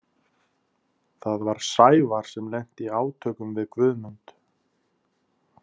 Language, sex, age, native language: Icelandic, male, 30-39, Icelandic